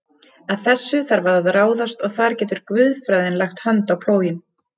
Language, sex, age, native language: Icelandic, female, 30-39, Icelandic